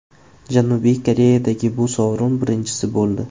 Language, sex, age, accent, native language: Uzbek, male, 18-24, Jizzax, Uzbek